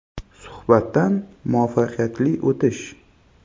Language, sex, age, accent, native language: Uzbek, male, 25-34, Xorazm, Uzbek